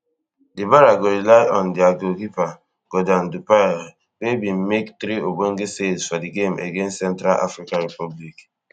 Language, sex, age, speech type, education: Nigerian Pidgin, male, 15-29, spontaneous, tertiary